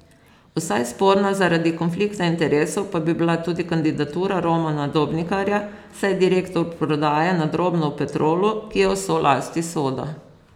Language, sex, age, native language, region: Slovenian, female, 50-59, Slovenian, Posavska region